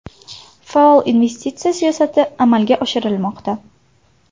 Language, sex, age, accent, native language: Uzbek, female, 19-29, Samarqand, Uzbek